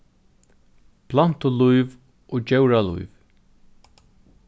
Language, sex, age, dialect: Faroese, male, 36-60, Norðurstreymoy/Eysturoy